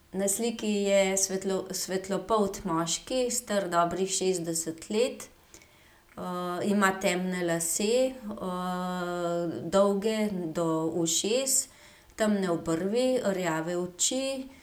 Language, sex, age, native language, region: Slovenian, female, 50-59, Slovenian, Gorenjska region